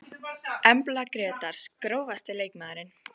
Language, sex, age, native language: Icelandic, female, 14, Icelandic